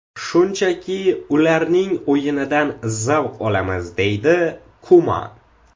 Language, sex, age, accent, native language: Uzbek, male, 18-24, Samarqand, Uzbek